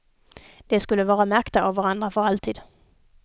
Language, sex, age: Swedish, female, 32